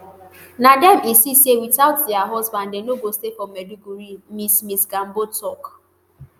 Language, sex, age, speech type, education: Nigerian Pidgin, female, 15-29, spontaneous, tertiary